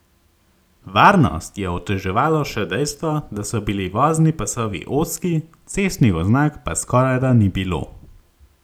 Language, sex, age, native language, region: Slovenian, male, 18-29, Slovenian, Gorenjska region